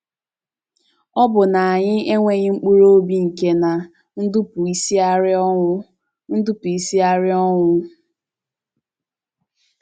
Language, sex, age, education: Igbo, female, 15-29, tertiary